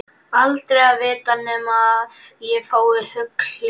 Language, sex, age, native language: Icelandic, male, 11, Icelandic